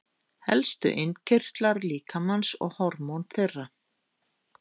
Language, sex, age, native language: Icelandic, female, 50-59, Icelandic